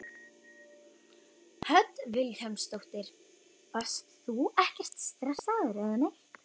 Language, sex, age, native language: Icelandic, female, 12, Icelandic